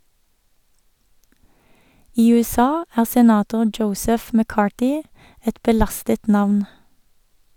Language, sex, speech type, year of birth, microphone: Norwegian, female, read, 1978, Sennheiser